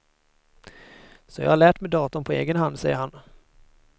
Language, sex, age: Swedish, male, 22